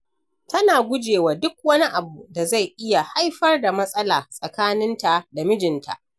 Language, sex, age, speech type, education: Hausa, female, 60+, read, primary